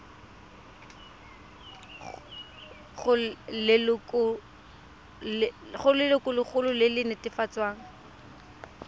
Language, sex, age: Tswana, female, 23